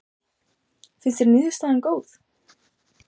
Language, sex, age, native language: Icelandic, female, 20-29, Icelandic